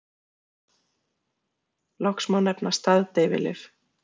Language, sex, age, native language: Icelandic, female, 40-49, Icelandic